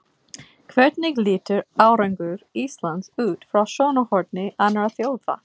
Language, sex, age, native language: Icelandic, female, 40-49, English